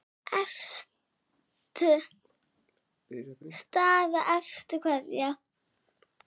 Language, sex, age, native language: Icelandic, female, 6, Icelandic